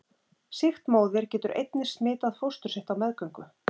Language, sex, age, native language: Icelandic, female, 30-39, Icelandic